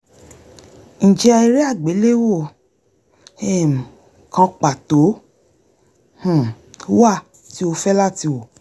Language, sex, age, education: Yoruba, female, 30-45, tertiary